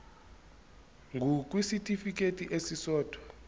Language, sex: Zulu, male